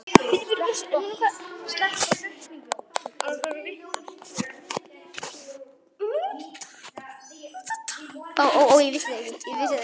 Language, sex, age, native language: Icelandic, male, 9, Icelandic